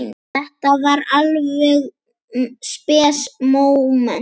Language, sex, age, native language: Icelandic, male, 10, Icelandic